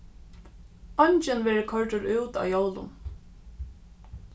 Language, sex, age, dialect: Faroese, female, 15-35, Suðurstreymoy